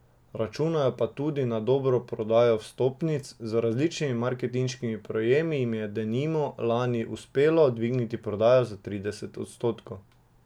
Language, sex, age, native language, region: Slovenian, male, 18-29, Slovenian, Drava region